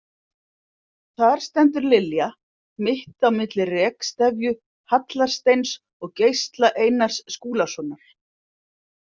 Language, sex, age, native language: Icelandic, female, 50-59, Icelandic